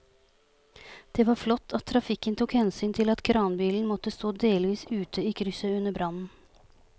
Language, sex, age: Norwegian, female, 46